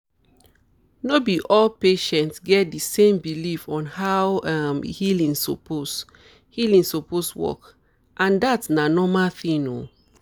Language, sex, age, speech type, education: Nigerian Pidgin, female, 30-45, spontaneous, tertiary